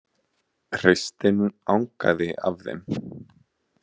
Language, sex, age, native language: Icelandic, male, 20-29, Icelandic